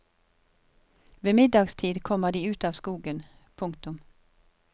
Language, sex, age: Norwegian, female, 50